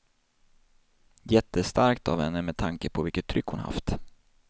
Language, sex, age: Swedish, male, 26